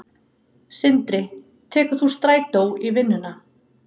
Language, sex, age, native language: Icelandic, female, 30-39, Icelandic